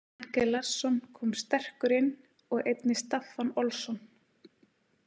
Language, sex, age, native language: Icelandic, female, 30-39, Icelandic